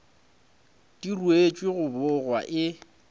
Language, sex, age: Northern Sotho, male, 20